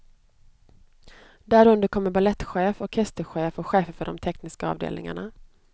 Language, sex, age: Swedish, female, 29